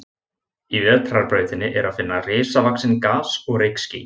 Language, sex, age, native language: Icelandic, male, 20-29, Icelandic